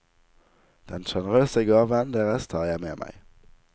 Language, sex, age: Norwegian, male, 19